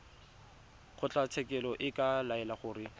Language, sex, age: Tswana, male, 25